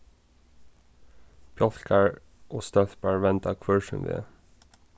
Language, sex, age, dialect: Faroese, male, 15-35, Norðurstreymoy/Eysturoy